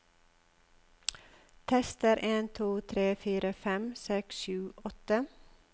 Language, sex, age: Norwegian, female, 54